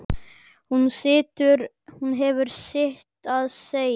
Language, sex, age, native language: Icelandic, male, 10, Icelandic